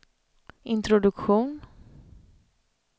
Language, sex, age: Swedish, female, 31